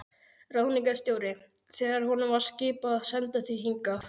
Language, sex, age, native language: Icelandic, male, 12, Icelandic